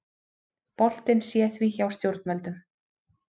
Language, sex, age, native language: Icelandic, female, 30-39, Icelandic